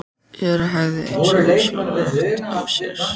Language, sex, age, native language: Icelandic, female, 14, Icelandic